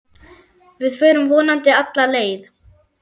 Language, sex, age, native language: Icelandic, female, 10, German